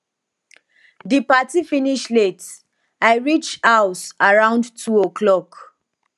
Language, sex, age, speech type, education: Nigerian Pidgin, female, 15-29, spontaneous, tertiary